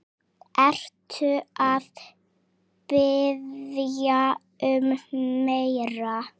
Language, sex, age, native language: Icelandic, female, 7, Icelandic